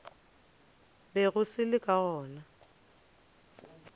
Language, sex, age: Northern Sotho, female, 29